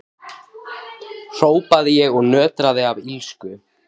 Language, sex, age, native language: Icelandic, male, 18-19, Icelandic